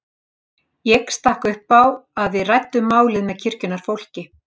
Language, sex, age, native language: Icelandic, female, 60-69, Icelandic